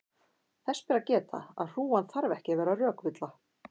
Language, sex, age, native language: Icelandic, female, 50-59, Icelandic